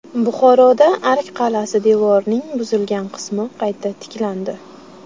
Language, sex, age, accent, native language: Uzbek, female, 18-24, Qashqadaryo, Uzbek